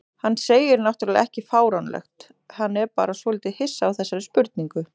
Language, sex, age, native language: Icelandic, female, 30-39, Icelandic